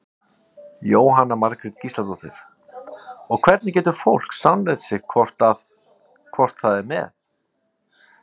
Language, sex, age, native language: Icelandic, male, 50-59, Icelandic